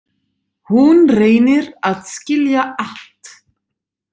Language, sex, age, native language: Icelandic, female, 30-39, Dutch